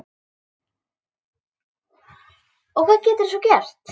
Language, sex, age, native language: Icelandic, female, 10, Icelandic